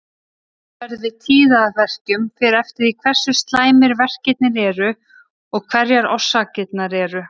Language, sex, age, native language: Icelandic, female, 30-39, Icelandic